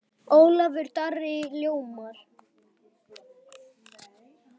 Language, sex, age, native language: Icelandic, male, 10, Icelandic